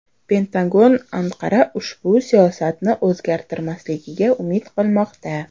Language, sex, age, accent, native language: Uzbek, female, 18-24, Toshkent shahri, Uzbek